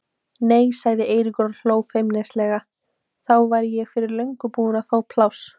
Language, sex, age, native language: Icelandic, female, 18-19, Icelandic